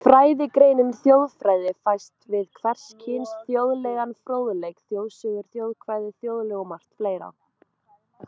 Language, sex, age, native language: Icelandic, female, 20-29, Icelandic